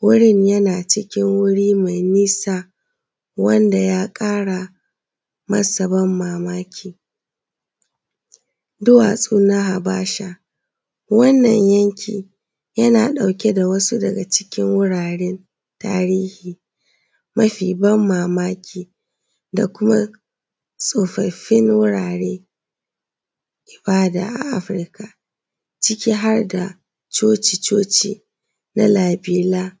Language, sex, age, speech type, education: Hausa, female, 15-29, spontaneous, secondary